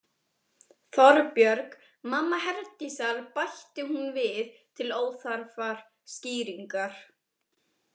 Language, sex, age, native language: Icelandic, female, 20-29, Icelandic